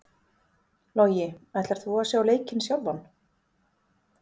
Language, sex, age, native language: Icelandic, female, 40-49, Icelandic